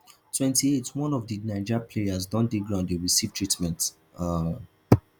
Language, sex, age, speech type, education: Nigerian Pidgin, male, 15-29, spontaneous, tertiary